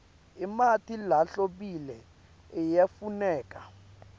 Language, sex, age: Swati, male, 22